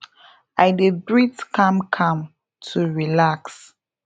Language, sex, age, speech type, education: Nigerian Pidgin, female, 15-29, spontaneous, tertiary